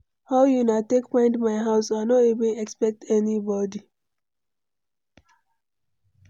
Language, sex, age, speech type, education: Nigerian Pidgin, female, 15-29, read, tertiary